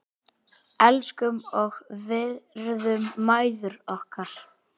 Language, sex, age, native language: Icelandic, male, 8, Icelandic